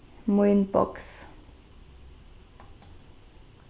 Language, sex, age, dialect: Faroese, female, 15-35, Norðurstreymoy/Eysturoy